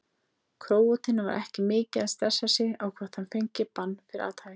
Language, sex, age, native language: Icelandic, female, 30-39, Icelandic